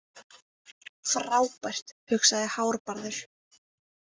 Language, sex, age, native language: Icelandic, female, 18-19, Icelandic